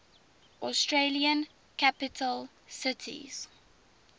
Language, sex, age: English, female, 19